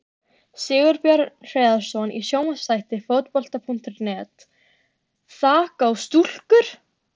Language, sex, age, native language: Icelandic, female, 13, Icelandic